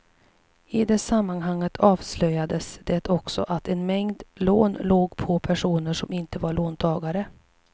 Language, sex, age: Swedish, female, 37